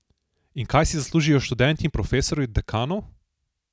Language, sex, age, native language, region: Slovenian, male, 18-29, Slovenian, Southeast Slovenia